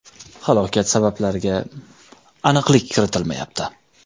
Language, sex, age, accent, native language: Uzbek, male, 19-29, Toshkent shahri, Uzbek